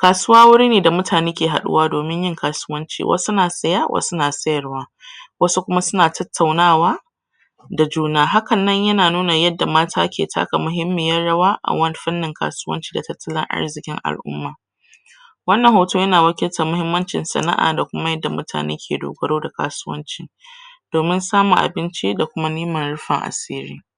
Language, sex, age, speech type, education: Hausa, female, 30-45, spontaneous, tertiary